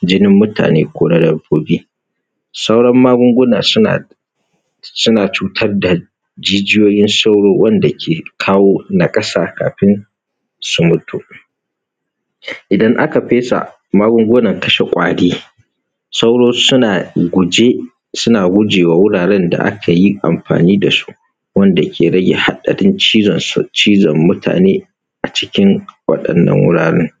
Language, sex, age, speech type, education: Hausa, male, 15-29, spontaneous, primary